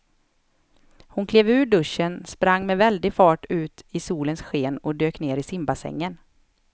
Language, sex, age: Swedish, female, 31